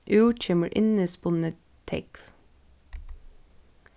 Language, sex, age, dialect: Faroese, female, 15-35, Suðurstreymoy